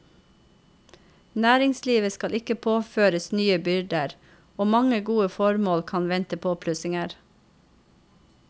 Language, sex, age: Norwegian, female, 45